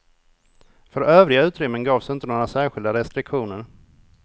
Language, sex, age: Swedish, male, 28